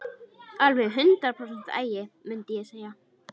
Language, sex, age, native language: Icelandic, female, 12, Icelandic